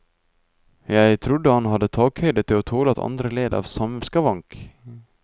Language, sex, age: Norwegian, male, 24